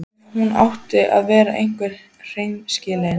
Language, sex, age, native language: Icelandic, female, 14, Icelandic